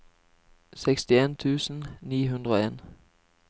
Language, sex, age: Norwegian, male, 25